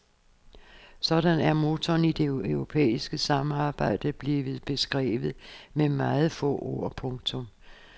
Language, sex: Danish, female